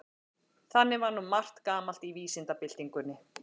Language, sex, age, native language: Icelandic, female, 40-49, Icelandic